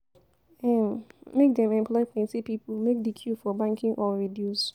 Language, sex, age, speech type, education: Nigerian Pidgin, female, 15-29, spontaneous, tertiary